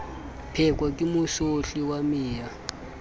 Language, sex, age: Southern Sotho, male, 24